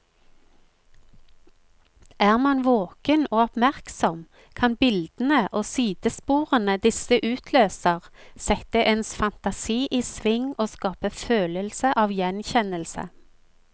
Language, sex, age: Norwegian, female, 45